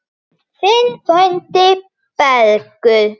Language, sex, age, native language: Icelandic, male, 9, Icelandic